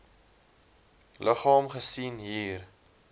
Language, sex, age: Afrikaans, male, 20